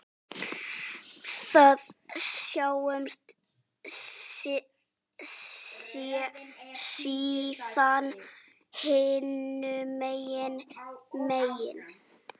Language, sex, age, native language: Icelandic, female, 10, Icelandic